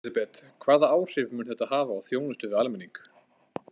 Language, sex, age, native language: Icelandic, male, 20-29, Icelandic